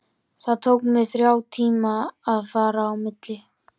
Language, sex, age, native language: Icelandic, male, 13, Icelandic